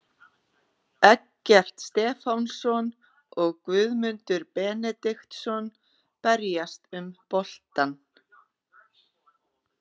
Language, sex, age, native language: Icelandic, female, 30-39, Icelandic